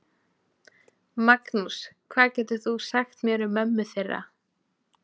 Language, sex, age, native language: Icelandic, female, 20-29, Icelandic